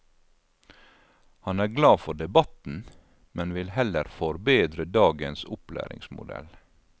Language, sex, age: Norwegian, male, 52